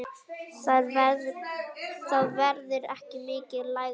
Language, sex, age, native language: Icelandic, female, 9, Icelandic